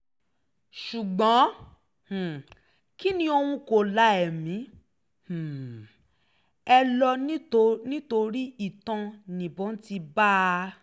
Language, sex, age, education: Yoruba, female, 15-29, tertiary